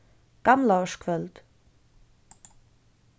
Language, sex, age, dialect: Faroese, female, 15-35, Suðurstreymoy